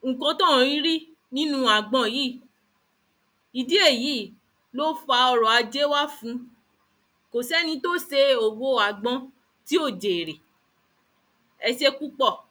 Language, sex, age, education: Yoruba, female, 30-45, tertiary